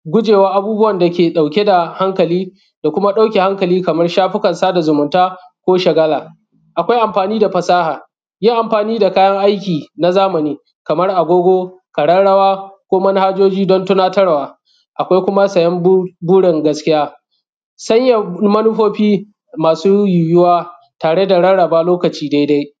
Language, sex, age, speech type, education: Hausa, male, 30-45, spontaneous, secondary